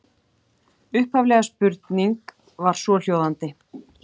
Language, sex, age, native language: Icelandic, female, 40-49, Icelandic